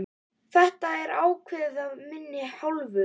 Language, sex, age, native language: Icelandic, female, 11, Icelandic